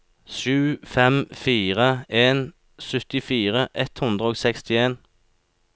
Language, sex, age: Norwegian, male, 36